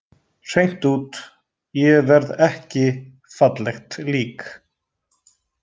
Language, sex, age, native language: Icelandic, male, 20-29, Icelandic